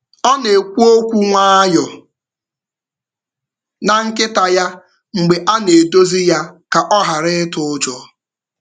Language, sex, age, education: Igbo, male, 15-29, tertiary